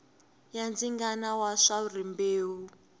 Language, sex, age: Tsonga, female, 18